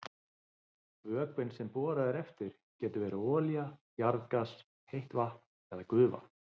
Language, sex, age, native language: Icelandic, male, 50-59, Icelandic